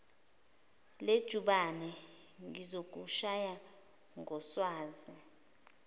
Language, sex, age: Zulu, female, 20